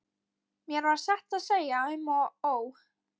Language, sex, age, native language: Icelandic, female, 13, Icelandic